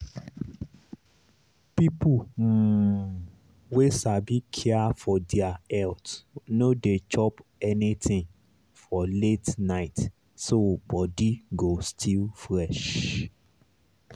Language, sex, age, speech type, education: Nigerian Pidgin, male, 30-45, spontaneous, tertiary